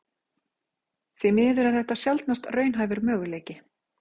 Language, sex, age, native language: Icelandic, female, 40-49, Icelandic